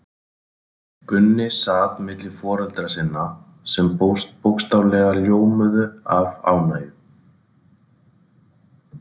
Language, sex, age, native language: Icelandic, male, 40-49, Icelandic